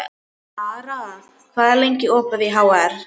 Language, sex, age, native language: Icelandic, female, 12, Icelandic